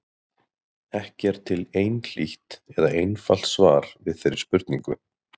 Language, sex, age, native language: Icelandic, male, 30-39, Icelandic